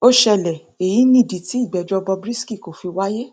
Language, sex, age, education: Yoruba, female, 30-45, tertiary